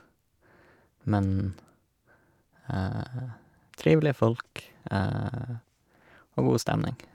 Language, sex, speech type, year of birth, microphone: Norwegian, male, spontaneous, 1986, Shure